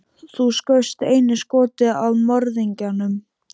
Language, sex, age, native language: Icelandic, male, 12, Icelandic